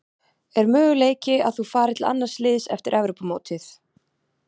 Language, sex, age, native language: Icelandic, female, 30-39, Icelandic